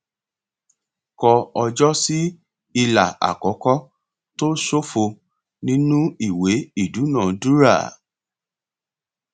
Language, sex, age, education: Yoruba, male, 30-45, tertiary